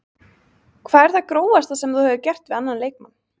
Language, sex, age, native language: Icelandic, female, 20-29, Icelandic